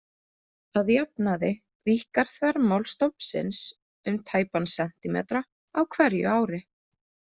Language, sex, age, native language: Icelandic, female, 20-29, Icelandic